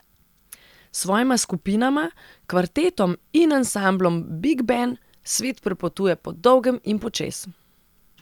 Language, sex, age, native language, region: Slovenian, female, 30-49, Serbian, Central Slovenia